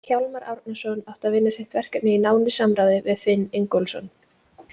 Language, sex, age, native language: Icelandic, female, 20-29, Icelandic